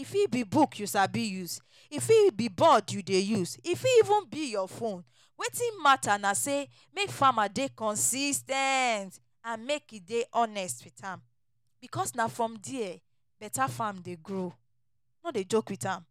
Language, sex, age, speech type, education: Nigerian Pidgin, female, 30-45, spontaneous, tertiary